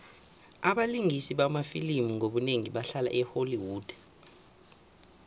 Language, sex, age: South Ndebele, male, 24